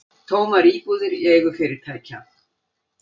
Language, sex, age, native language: Icelandic, female, 60-69, Icelandic